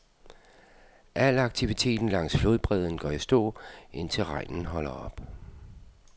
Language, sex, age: Danish, male, 52